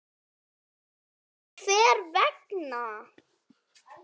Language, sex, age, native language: Icelandic, male, 9, Icelandic